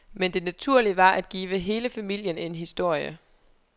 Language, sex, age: Danish, female, 23